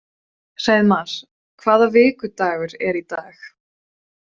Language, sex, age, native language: Icelandic, female, 20-29, Swedish